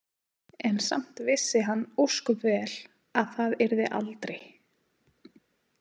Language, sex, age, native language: Icelandic, female, 30-39, Icelandic